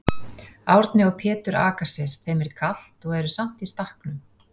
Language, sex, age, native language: Icelandic, female, 40-49, Icelandic